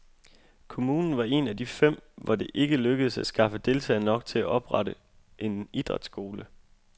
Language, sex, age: Danish, male, 25